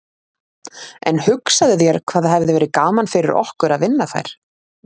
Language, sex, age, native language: Icelandic, female, 30-39, Icelandic